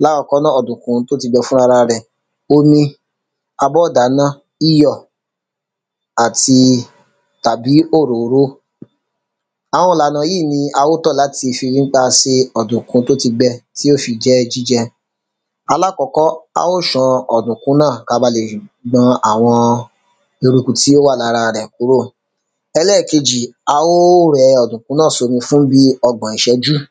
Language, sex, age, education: Yoruba, male, 30-45, secondary